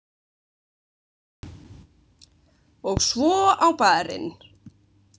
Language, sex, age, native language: Icelandic, female, 20-29, Icelandic